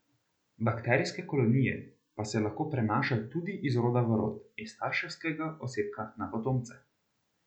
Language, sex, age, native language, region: Slovenian, male, 18-29, Slovenian, Central Slovenia